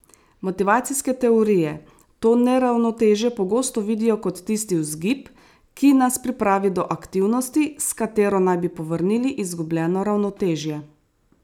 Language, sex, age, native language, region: Slovenian, female, 30-49, Slovenian, Savinja region